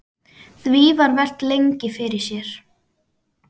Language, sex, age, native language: Icelandic, female, 12, Icelandic